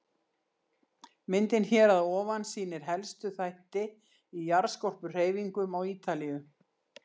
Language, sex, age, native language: Icelandic, female, 60-69, Icelandic